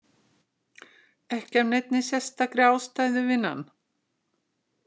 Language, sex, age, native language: Icelandic, female, 60-69, Icelandic